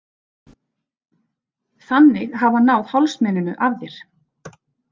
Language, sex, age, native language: Icelandic, female, 40-49, Icelandic